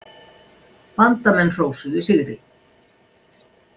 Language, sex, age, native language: Icelandic, female, 60-69, Icelandic